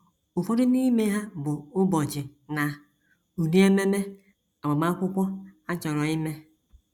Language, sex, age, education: Igbo, female, 46-60, tertiary